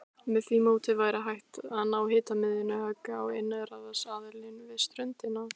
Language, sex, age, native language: Icelandic, female, 16, Icelandic